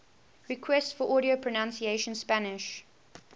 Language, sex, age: English, female, 18